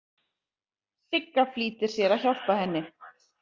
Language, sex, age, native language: Icelandic, female, 40-49, Icelandic